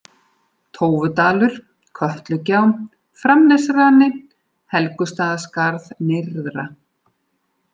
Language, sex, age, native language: Icelandic, female, 40-49, Icelandic